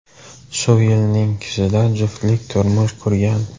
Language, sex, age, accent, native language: Uzbek, male, 18-24, Xorazm, Uzbek